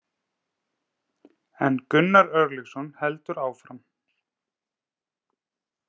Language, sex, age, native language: Icelandic, male, 30-39, Icelandic